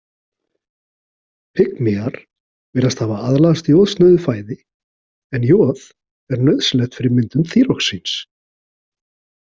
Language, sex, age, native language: Icelandic, male, 40-49, Icelandic